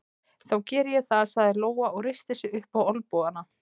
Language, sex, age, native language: Icelandic, female, 20-29, Icelandic